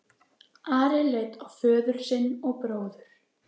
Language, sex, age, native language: Icelandic, female, 14, Icelandic